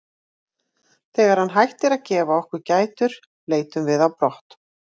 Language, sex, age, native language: Icelandic, female, 40-49, Icelandic